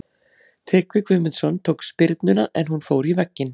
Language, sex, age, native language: Icelandic, female, 40-49, Icelandic